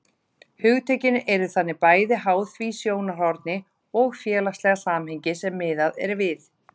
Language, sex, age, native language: Icelandic, female, 30-39, Icelandic